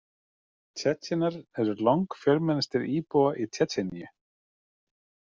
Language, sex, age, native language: Icelandic, male, 30-39, Icelandic